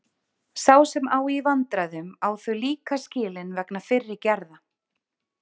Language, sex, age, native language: Icelandic, female, 30-39, Icelandic